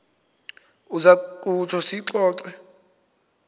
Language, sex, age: Xhosa, male, 22